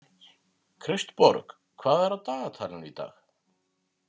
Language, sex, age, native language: Icelandic, male, 50-59, Icelandic